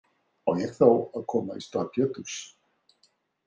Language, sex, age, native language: Icelandic, male, 60-69, Icelandic